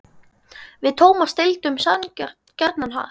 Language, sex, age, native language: Icelandic, male, 10, Icelandic